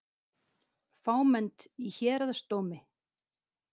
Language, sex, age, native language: Icelandic, female, 50-59, Icelandic